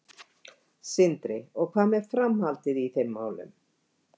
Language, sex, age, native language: Icelandic, female, 50-59, Icelandic